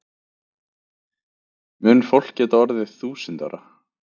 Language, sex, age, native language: Icelandic, male, 20-29, Icelandic